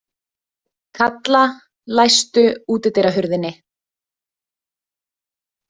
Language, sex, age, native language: Icelandic, female, 30-39, Icelandic